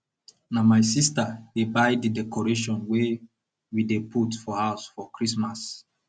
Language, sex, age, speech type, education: Nigerian Pidgin, male, 15-29, spontaneous, tertiary